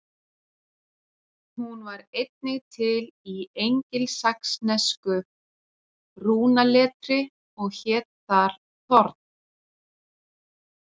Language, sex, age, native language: Icelandic, female, 40-49, Icelandic